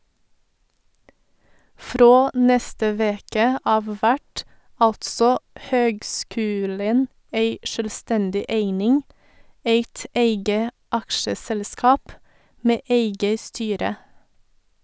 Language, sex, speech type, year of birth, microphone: Norwegian, female, read, 1984, Sennheiser